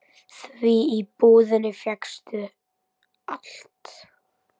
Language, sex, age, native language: Icelandic, male, 10, Icelandic